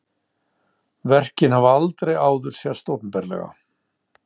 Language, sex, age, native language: Icelandic, male, 60-69, Icelandic